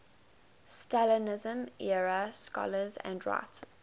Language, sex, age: English, female, 19